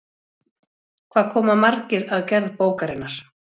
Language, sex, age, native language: Icelandic, female, 40-49, Icelandic